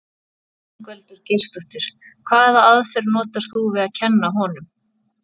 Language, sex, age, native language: Icelandic, female, 40-49, Icelandic